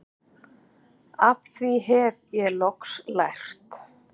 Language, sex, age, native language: Icelandic, female, 50-59, Icelandic